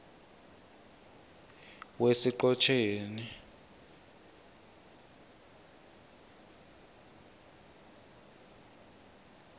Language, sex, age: South Ndebele, male, 22